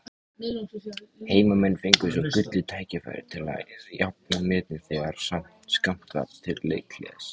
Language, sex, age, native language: Icelandic, male, 18-19, Icelandic